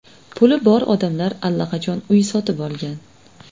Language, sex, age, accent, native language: Uzbek, female, 25-34, Navoiy, Uzbek